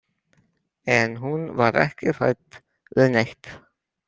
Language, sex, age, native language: Icelandic, female, 20-29, Icelandic